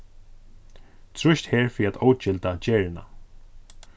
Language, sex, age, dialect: Faroese, male, 36-60, Suðurstreymoy